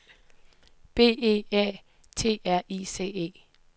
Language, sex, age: Danish, female, 18